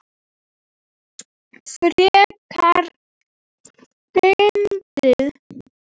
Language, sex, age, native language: Icelandic, female, 9, Icelandic